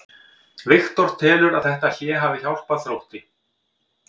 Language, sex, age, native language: Icelandic, male, 50-59, Icelandic